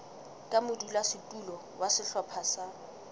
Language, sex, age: Southern Sotho, female, 19